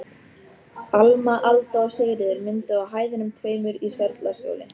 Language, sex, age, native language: Icelandic, female, 14, Icelandic